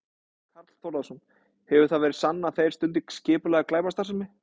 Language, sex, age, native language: Icelandic, male, 20-29, Icelandic